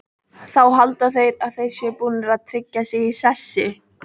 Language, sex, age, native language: Icelandic, female, 18-19, Icelandic